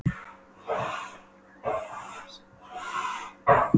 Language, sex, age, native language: Icelandic, female, 12, Polish